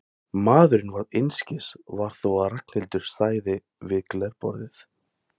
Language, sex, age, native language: Icelandic, male, 20-29, Thai